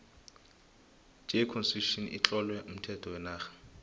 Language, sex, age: South Ndebele, male, 20